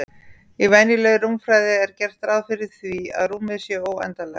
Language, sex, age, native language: Icelandic, female, 40-49, Icelandic